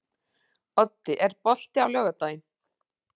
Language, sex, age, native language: Icelandic, female, 40-49, Icelandic